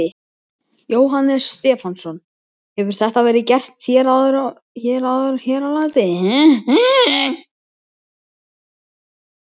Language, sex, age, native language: Icelandic, male, 12, Icelandic